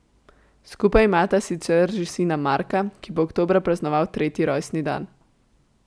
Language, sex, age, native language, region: Slovenian, female, 18-29, Slovenian, Central Slovenia